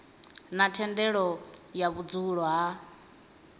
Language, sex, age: Venda, female, 20